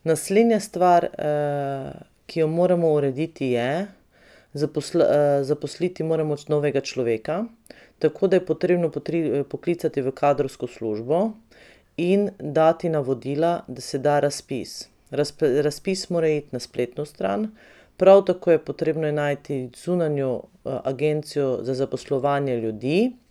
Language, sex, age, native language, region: Slovenian, female, 30-49, Slovenian, Pomurje region